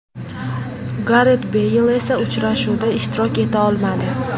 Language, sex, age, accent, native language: Uzbek, female, 18-24, Jizzax, Uzbek